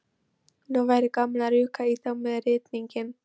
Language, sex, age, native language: Icelandic, female, 13, Polish